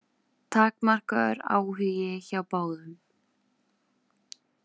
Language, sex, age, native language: Icelandic, female, 20-29, Icelandic